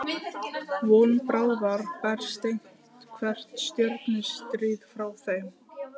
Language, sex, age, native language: Icelandic, female, 15, Icelandic